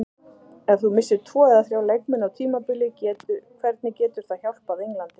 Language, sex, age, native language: Icelandic, female, 30-39, Icelandic